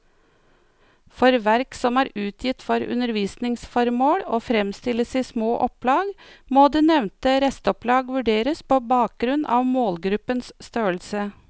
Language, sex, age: Norwegian, female, 49